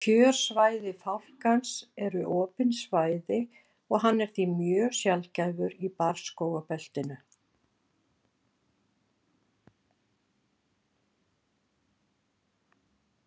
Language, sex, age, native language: Icelandic, female, 60-69, Icelandic